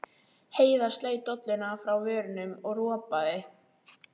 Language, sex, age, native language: Icelandic, female, 13, Icelandic